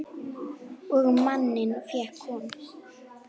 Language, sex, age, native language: Icelandic, female, 9, Icelandic